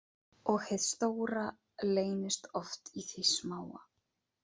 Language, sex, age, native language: Icelandic, female, 30-39, Icelandic